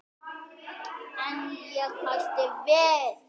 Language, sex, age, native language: Icelandic, male, 8, Icelandic